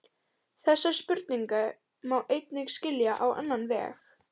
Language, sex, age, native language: Icelandic, female, 18-19, Icelandic